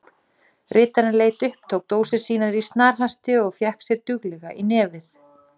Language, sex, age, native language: Icelandic, female, 40-49, Icelandic